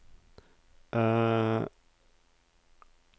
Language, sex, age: Norwegian, male, 34